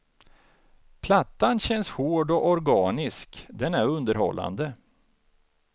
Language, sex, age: Swedish, male, 49